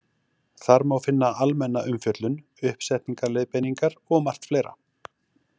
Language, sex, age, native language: Icelandic, male, 40-49, Icelandic